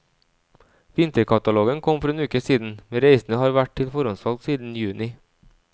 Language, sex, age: Norwegian, male, 37